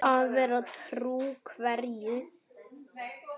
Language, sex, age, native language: Icelandic, male, 9, Icelandic